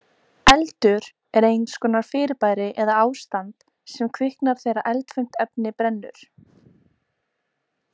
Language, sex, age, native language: Icelandic, female, 18-19, Icelandic